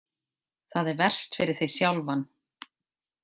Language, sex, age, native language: Icelandic, female, 50-59, Icelandic